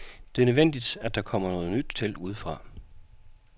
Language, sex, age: Danish, male, 40